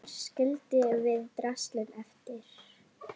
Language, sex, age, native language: Icelandic, female, 10, Polish